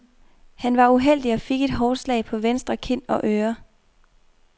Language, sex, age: Danish, female, 24